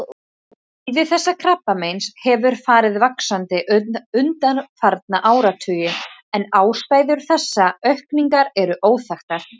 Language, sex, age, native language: Icelandic, female, 18-19, Icelandic